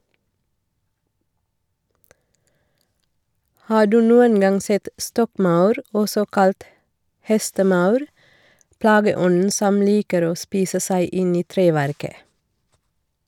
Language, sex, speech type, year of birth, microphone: Norwegian, female, read, 1969, Shure